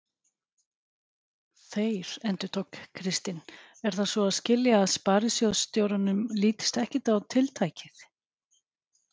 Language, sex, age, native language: Icelandic, female, 40-49, Icelandic